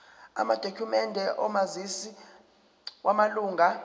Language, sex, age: Zulu, male, 29